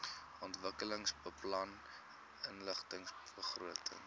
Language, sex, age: Afrikaans, male, 19